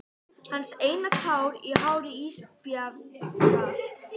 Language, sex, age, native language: Icelandic, female, 30-39, English